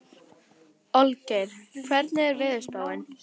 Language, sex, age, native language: Icelandic, female, 13, Icelandic